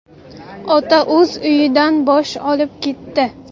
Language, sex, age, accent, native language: Uzbek, female, 19-29, Jizzax, Uzbek